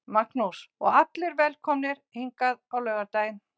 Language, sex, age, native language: Icelandic, female, 60-69, Icelandic